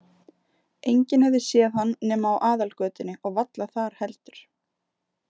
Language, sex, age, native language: Icelandic, female, 20-29, Icelandic